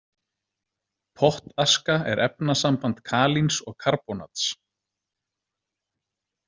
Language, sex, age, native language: Icelandic, male, 30-39, Icelandic